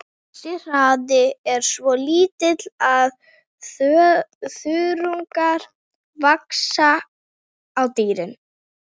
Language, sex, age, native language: Icelandic, female, 40-49, Icelandic